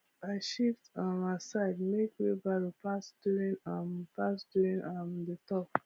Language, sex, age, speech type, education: Nigerian Pidgin, female, 15-29, spontaneous, tertiary